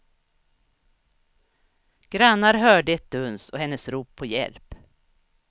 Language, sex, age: Swedish, female, 61